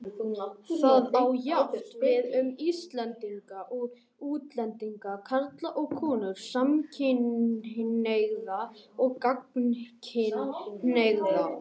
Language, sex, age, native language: Icelandic, male, 18-19, Icelandic